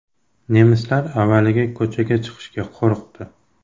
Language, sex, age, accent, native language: Uzbek, male, 18-24, Xorazm, Uzbek